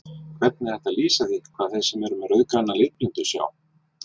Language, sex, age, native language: Icelandic, male, 40-49, Icelandic